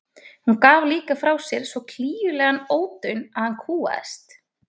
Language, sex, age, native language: Icelandic, female, 20-29, Icelandic